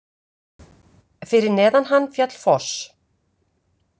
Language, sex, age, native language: Icelandic, female, 50-59, Icelandic